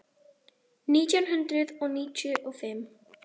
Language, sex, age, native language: Icelandic, female, 30-39, Icelandic